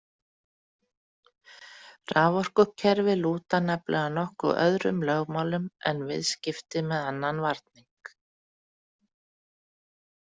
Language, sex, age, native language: Icelandic, female, 40-49, Icelandic